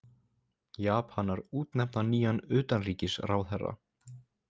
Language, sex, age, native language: Icelandic, male, 20-29, Icelandic